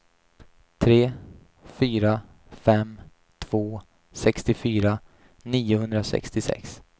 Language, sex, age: Swedish, male, 28